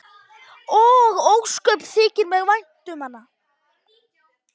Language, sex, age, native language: Icelandic, male, 11, Icelandic